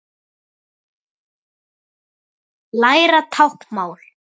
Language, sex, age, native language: Icelandic, male, 9, Icelandic